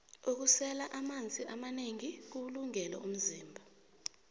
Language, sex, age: South Ndebele, female, 24